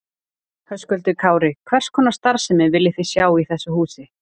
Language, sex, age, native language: Icelandic, female, 30-39, Icelandic